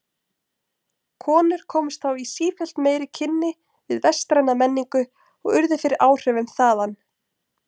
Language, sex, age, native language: Icelandic, female, 20-29, Icelandic